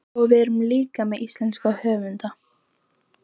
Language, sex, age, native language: Icelandic, female, 14, Icelandic